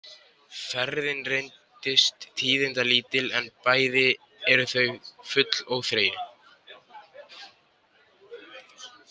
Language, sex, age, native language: Icelandic, male, 18-19, Icelandic